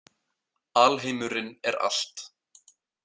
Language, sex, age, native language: Icelandic, male, 18-19, Icelandic